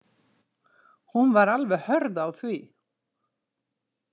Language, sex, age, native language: Icelandic, female, 60-69, Icelandic